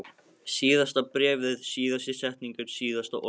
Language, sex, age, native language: Icelandic, male, 15, Icelandic